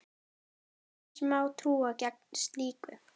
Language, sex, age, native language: Icelandic, female, 10, Icelandic